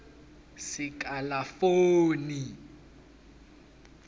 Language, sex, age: South Ndebele, male, 26